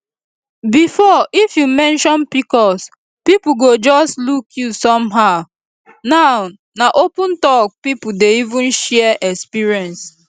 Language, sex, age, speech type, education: Nigerian Pidgin, female, 15-29, spontaneous, tertiary